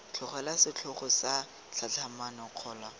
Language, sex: Tswana, male